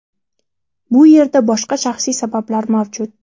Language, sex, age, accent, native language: Uzbek, female, 18-24, Toshkent shahri, Uzbek